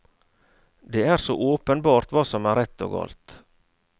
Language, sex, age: Norwegian, male, 49